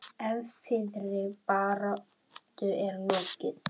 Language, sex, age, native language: Icelandic, female, 9, Icelandic